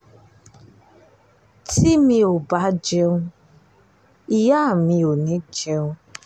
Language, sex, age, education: Yoruba, female, 15-29, tertiary